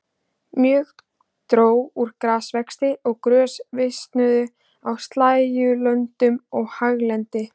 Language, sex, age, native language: Icelandic, female, 16, Icelandic